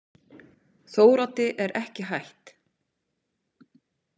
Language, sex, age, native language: Icelandic, female, 50-59, Icelandic